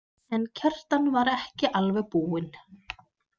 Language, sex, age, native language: Icelandic, female, 20-29, Icelandic